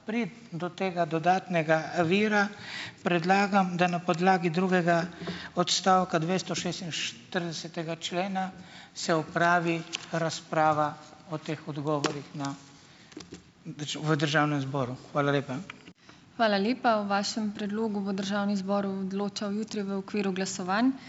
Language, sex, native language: Slovenian, male, Slovenian